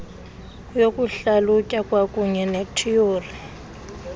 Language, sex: Xhosa, male